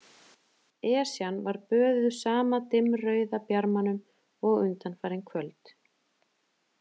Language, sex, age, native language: Icelandic, female, 30-39, Icelandic